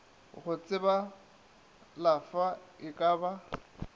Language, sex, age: Northern Sotho, male, 27